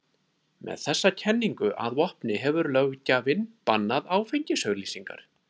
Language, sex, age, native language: Icelandic, male, 30-39, Icelandic